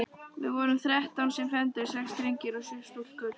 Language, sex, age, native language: Icelandic, female, 13, Icelandic